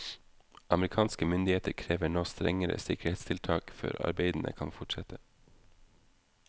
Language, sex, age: Norwegian, male, 32